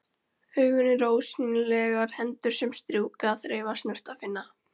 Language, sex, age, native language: Icelandic, female, 13, Icelandic